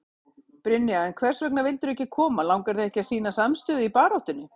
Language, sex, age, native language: Icelandic, female, 50-59, Icelandic